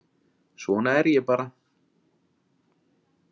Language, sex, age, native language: Icelandic, male, 40-49, Icelandic